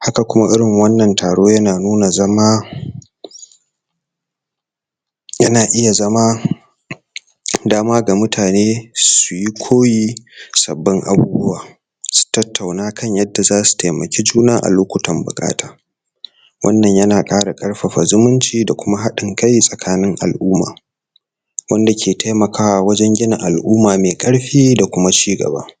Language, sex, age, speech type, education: Hausa, male, 30-45, spontaneous, tertiary